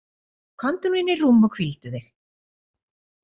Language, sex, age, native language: Icelandic, female, 40-49, Icelandic